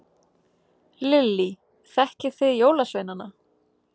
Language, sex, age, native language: Icelandic, female, 30-39, Icelandic